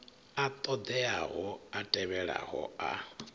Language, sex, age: Venda, male, 39